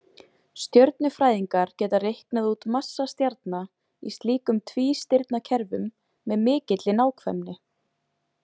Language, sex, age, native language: Icelandic, female, 20-29, Icelandic